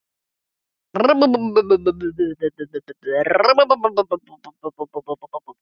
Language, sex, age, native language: Icelandic, male, 11, Icelandic